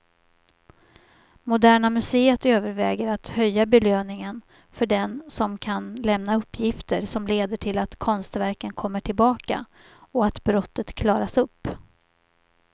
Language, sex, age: Swedish, female, 50